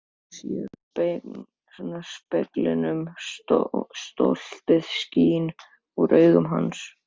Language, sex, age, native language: Icelandic, male, 14, Icelandic